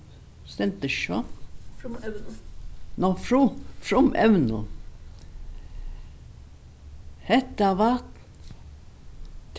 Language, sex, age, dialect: Faroese, female, 61+, Norðurstreymoy/Eysturoy